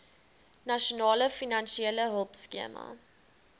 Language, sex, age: Afrikaans, female, 20